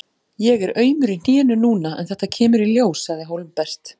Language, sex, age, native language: Icelandic, female, 40-49, Icelandic